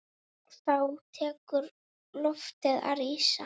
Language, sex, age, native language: Icelandic, female, 9, Icelandic